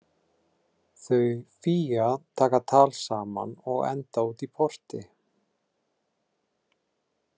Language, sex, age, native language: Icelandic, male, 30-39, Icelandic